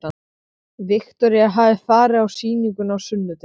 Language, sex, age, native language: Icelandic, male, 13, Icelandic